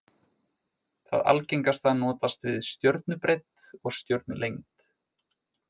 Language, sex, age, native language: Icelandic, male, 20-29, Icelandic